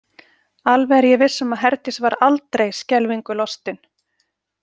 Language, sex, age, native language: Icelandic, female, 40-49, Icelandic